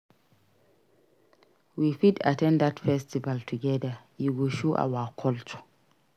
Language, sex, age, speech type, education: Nigerian Pidgin, female, 46-60, read, secondary